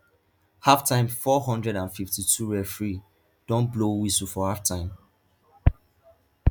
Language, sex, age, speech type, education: Nigerian Pidgin, male, 15-29, spontaneous, tertiary